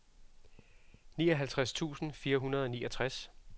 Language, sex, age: Danish, male, 36